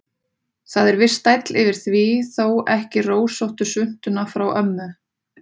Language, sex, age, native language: Icelandic, female, 30-39, Icelandic